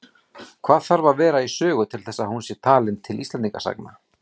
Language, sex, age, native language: Icelandic, male, 40-49, Icelandic